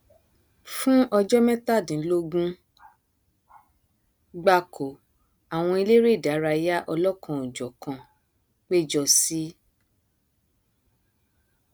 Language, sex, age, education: Yoruba, female, 30-45, tertiary